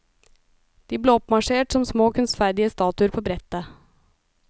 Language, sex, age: Norwegian, female, 37